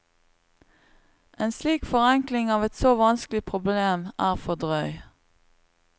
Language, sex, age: Norwegian, female, 36